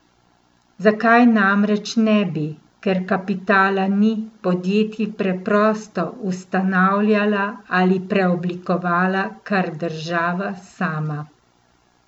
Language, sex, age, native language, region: Slovenian, female, 50-59, Slovenian, Central Slovenia